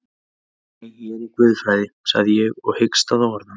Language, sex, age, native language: Icelandic, male, 30-39, Icelandic